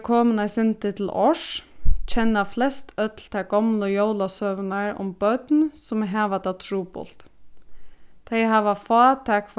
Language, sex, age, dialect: Faroese, female, 15-35, Suðurstreymoy